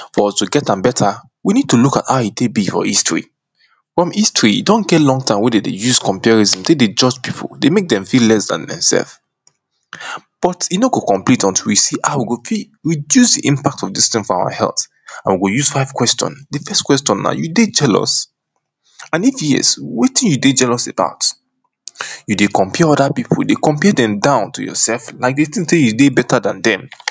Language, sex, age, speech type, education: Nigerian Pidgin, male, 30-45, spontaneous, tertiary